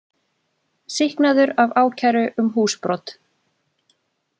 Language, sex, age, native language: Icelandic, female, 20-29, Icelandic